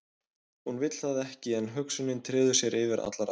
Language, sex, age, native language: Icelandic, male, 20-29, Icelandic